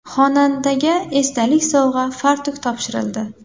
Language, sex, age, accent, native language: Uzbek, female, 18-24, Samarqand, Uzbek